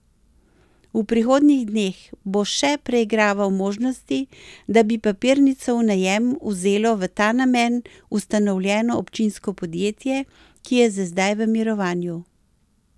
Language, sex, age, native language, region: Slovenian, female, 60+, Slovenian, Central Slovenia